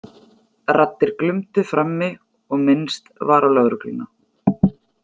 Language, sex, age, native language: Icelandic, female, 40-49, Icelandic